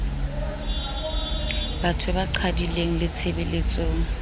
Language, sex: Southern Sotho, female